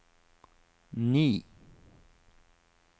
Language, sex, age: Norwegian, male, 28